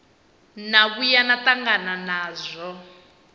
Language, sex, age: Venda, female, 19